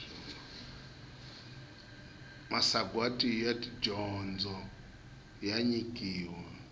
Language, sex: Tsonga, male